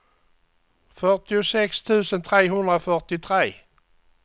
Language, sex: Swedish, male